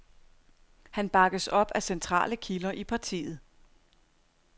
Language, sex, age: Danish, female, 42